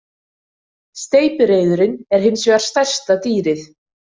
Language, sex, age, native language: Icelandic, female, 20-29, Icelandic